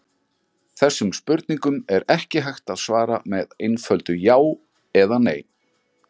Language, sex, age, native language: Icelandic, male, 40-49, Icelandic